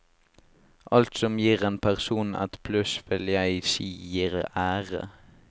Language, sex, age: Norwegian, male, 18